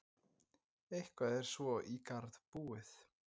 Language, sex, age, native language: Icelandic, male, 20-29, Icelandic